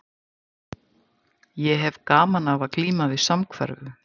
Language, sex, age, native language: Icelandic, female, 50-59, Icelandic